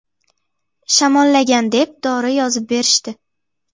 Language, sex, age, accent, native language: Uzbek, female, 18-24, Jizzax, Uzbek